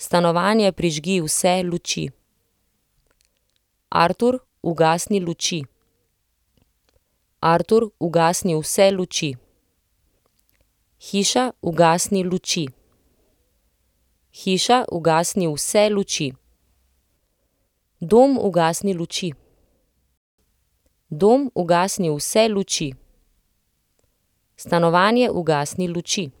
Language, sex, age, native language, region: Slovenian, female, 30-49, Slovenian, Central Slovenia